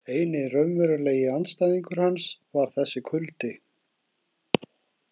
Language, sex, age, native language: Icelandic, male, 40-49, Icelandic